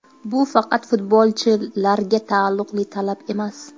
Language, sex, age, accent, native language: Uzbek, female, 25-34, Toshkent viloyati, Uzbek